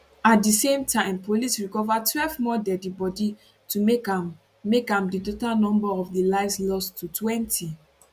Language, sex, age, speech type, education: Nigerian Pidgin, female, 15-29, spontaneous, tertiary